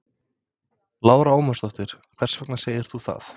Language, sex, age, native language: Icelandic, male, 20-29, Serbo-Croatian